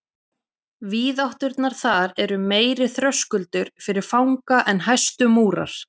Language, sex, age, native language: Icelandic, female, 40-49, Icelandic